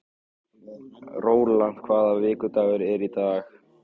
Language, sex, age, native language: Icelandic, male, 15, Icelandic